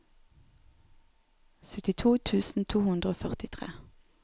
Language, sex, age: Norwegian, female, 29